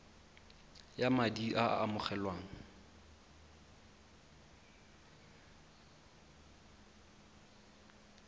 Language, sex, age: Tswana, male, 23